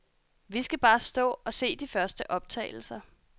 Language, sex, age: Danish, female, 30